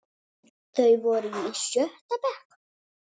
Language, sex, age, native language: Icelandic, female, 8, Icelandic